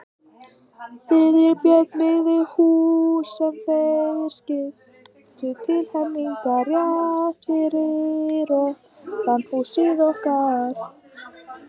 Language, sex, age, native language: Icelandic, female, 18-19, Icelandic